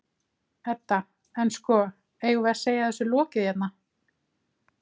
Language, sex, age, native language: Icelandic, female, 30-39, Icelandic